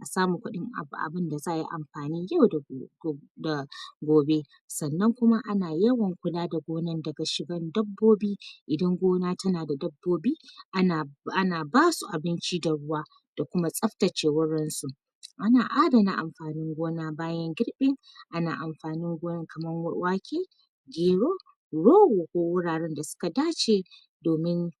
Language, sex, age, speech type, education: Hausa, female, 15-29, spontaneous, tertiary